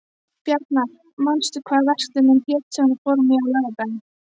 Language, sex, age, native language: Icelandic, female, 12, Icelandic